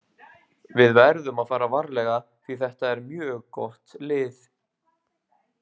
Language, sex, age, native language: Icelandic, male, 20-29, Icelandic